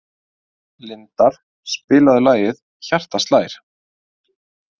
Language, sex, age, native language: Icelandic, male, 20-29, Icelandic